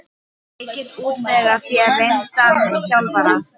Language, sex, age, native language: Icelandic, female, 12, Icelandic